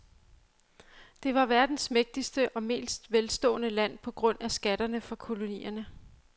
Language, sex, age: Danish, female, 35